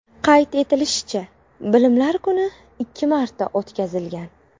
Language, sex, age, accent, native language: Uzbek, female, 18-24, Qashqadaryo, Uzbek